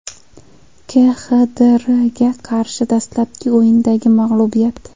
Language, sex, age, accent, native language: Uzbek, female, 18-24, Andijon, Uzbek